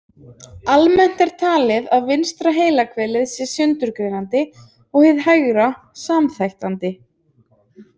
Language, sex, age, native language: Icelandic, female, 20-29, Icelandic